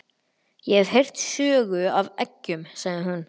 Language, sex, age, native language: Icelandic, male, 11, Icelandic